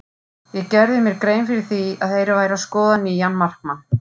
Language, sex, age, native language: Icelandic, female, 40-49, Icelandic